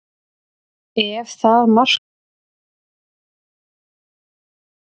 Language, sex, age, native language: Icelandic, female, 30-39, Icelandic